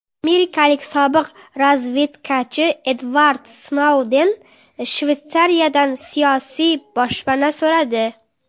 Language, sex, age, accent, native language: Uzbek, female, under 19, Qoraqalpog'iston, Karakalpak